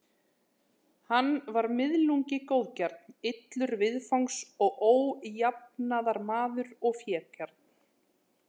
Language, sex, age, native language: Icelandic, female, 30-39, Icelandic